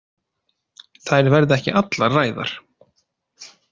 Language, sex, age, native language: Icelandic, male, 30-39, Icelandic